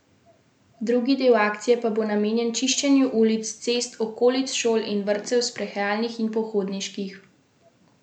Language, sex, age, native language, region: Slovenian, female, 18-29, Slovenian, Central Slovenia